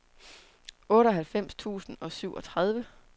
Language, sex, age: Danish, female, 27